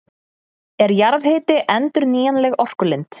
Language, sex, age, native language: Icelandic, female, 30-39, Icelandic